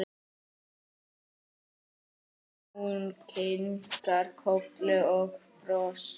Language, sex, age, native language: Icelandic, male, 9, Icelandic